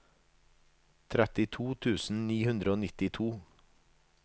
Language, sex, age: Norwegian, male, 37